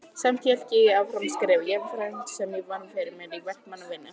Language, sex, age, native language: Icelandic, female, 30-39, Icelandic